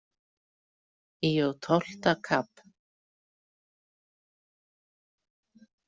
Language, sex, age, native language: Icelandic, female, 40-49, Icelandic